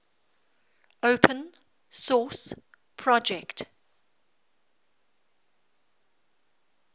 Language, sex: English, female